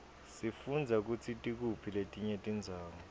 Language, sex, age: Swati, male, 22